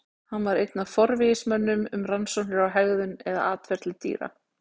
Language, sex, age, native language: Icelandic, female, 40-49, Icelandic